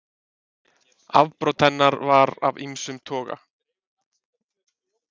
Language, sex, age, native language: Icelandic, male, 30-39, Icelandic